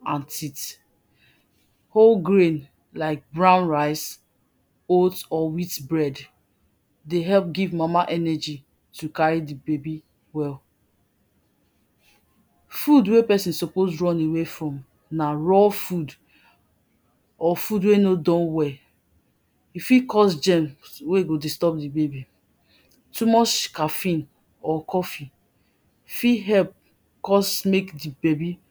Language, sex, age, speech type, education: Nigerian Pidgin, female, 30-45, spontaneous, tertiary